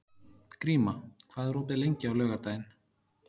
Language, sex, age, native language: Icelandic, male, 30-39, Icelandic